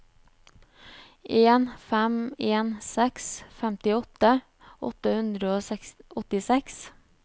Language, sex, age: Norwegian, female, 29